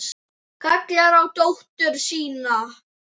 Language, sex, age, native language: Icelandic, male, 9, Icelandic